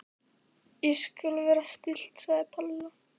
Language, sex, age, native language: Icelandic, male, 12, Icelandic